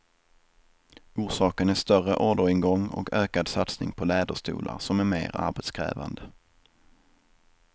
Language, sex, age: Swedish, male, 27